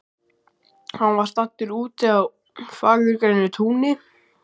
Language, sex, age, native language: Icelandic, male, 12, Icelandic